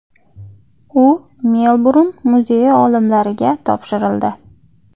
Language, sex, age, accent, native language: Uzbek, female, 25-34, Xorazm, Uzbek